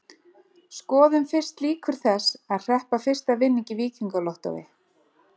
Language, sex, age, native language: Icelandic, female, 30-39, Icelandic